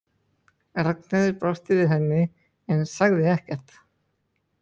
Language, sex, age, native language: Icelandic, male, 18-19, Icelandic